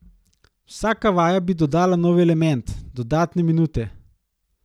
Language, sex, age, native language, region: Slovenian, male, 30-49, Slovenian, Gorenjska region